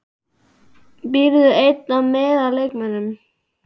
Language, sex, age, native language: Icelandic, male, 12, Icelandic